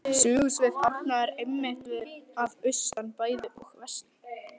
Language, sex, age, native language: Icelandic, male, 11, Icelandic